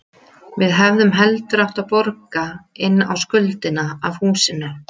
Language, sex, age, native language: Icelandic, female, 30-39, Icelandic